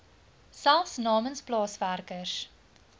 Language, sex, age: Afrikaans, female, 20